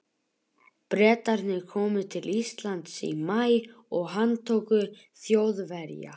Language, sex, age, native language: Icelandic, male, 11, Icelandic